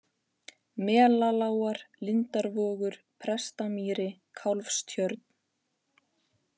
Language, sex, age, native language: Icelandic, female, 30-39, Icelandic